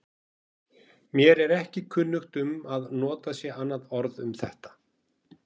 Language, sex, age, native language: Icelandic, male, 40-49, Icelandic